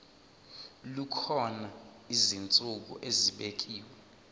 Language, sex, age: Zulu, male, 23